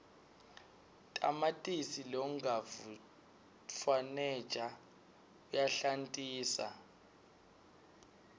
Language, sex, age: Swati, male, 19